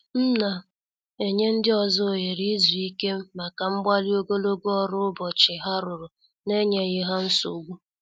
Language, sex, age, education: Igbo, female, 30-45, secondary